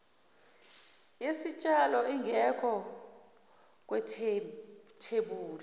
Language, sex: Zulu, female